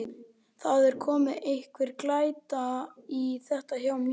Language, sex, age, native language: Icelandic, male, 11, Icelandic